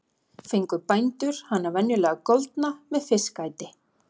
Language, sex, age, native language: Icelandic, female, 40-49, Icelandic